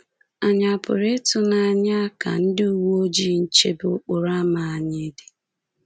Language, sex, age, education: Igbo, female, 15-29, secondary